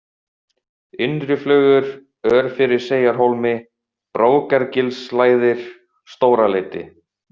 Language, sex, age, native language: Icelandic, male, 18-19, Icelandic